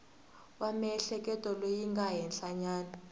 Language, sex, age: Tsonga, female, 18